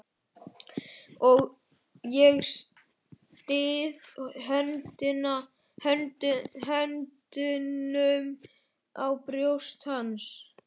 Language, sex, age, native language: Icelandic, male, 11, Icelandic